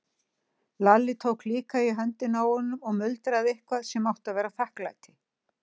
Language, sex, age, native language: Icelandic, female, 60-69, Icelandic